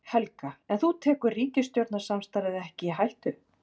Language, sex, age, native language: Icelandic, female, 40-49, Icelandic